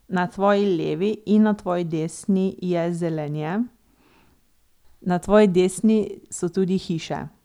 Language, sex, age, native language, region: Slovenian, female, 18-29, Slovenian, Drava region